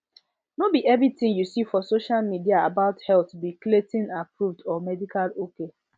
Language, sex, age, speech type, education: Nigerian Pidgin, female, 15-29, spontaneous, tertiary